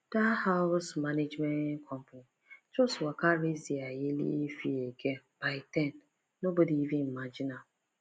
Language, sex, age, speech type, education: Nigerian Pidgin, female, 15-29, spontaneous, tertiary